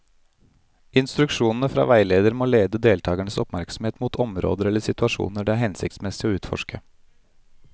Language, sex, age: Norwegian, male, 31